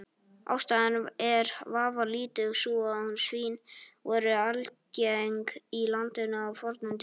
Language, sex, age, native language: Icelandic, male, 18-19, Icelandic